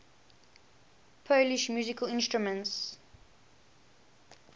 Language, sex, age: English, female, 18